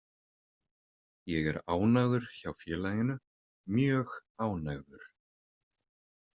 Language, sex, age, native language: Icelandic, male, 30-39, Icelandic